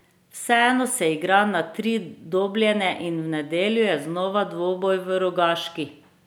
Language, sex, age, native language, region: Slovenian, female, 30-49, Slovenian, Drava region